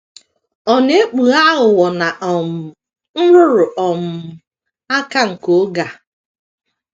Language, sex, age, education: Igbo, female, 30-45, tertiary